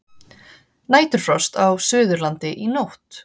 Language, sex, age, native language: Icelandic, female, 30-39, Icelandic